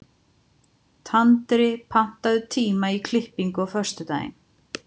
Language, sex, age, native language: Icelandic, female, 50-59, Icelandic